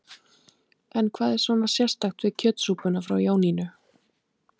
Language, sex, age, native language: Icelandic, female, 30-39, Icelandic